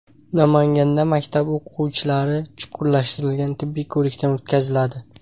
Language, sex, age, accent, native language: Uzbek, male, 18-24, Samarqand, Uzbek